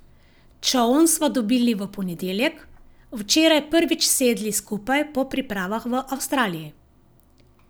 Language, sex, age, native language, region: Slovenian, female, 50-59, Slovenian, Savinja region